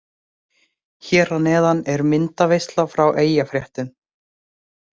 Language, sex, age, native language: Icelandic, female, 18-19, Icelandic